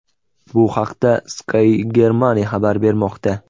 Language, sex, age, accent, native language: Uzbek, male, 25-34, Namangan, Uzbek